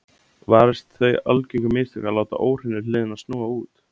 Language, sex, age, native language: Icelandic, male, 17, Icelandic